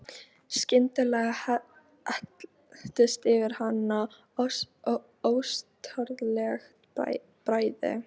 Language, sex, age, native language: Icelandic, female, 13, Icelandic